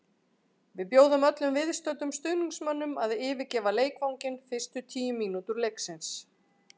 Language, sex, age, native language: Icelandic, female, 40-49, Icelandic